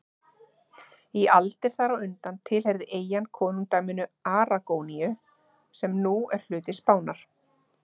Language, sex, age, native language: Icelandic, female, 30-39, Icelandic